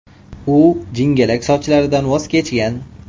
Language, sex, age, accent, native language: Uzbek, male, 25-34, Toshkent viloyati, Uzbek